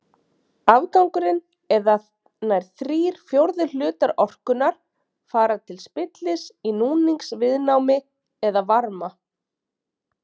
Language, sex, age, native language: Icelandic, female, 30-39, Icelandic